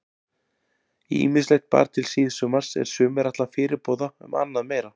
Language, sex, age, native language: Icelandic, male, 40-49, Icelandic